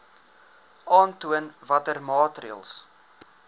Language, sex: Afrikaans, male